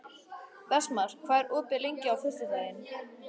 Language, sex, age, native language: Icelandic, male, 11, Icelandic